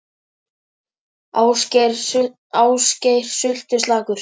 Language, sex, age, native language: Icelandic, male, 12, Icelandic